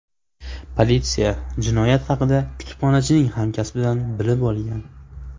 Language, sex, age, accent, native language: Uzbek, male, 18-24, Farg'ona, Uzbek